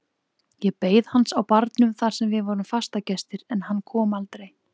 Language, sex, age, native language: Icelandic, female, 20-29, Icelandic